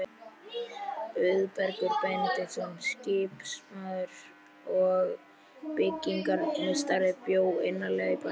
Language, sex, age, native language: Icelandic, male, 11, Icelandic